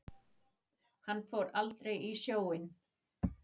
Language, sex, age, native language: Icelandic, other, 80-89, Icelandic